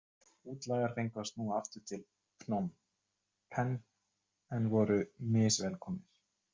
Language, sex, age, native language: Icelandic, male, 30-39, Icelandic